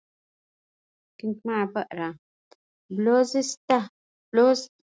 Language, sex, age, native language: Icelandic, female, 40-49, Icelandic